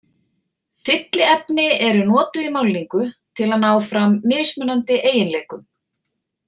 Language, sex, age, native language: Icelandic, female, 40-49, Icelandic